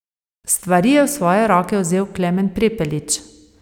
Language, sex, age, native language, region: Slovenian, female, 30-49, Slovenian, Savinja region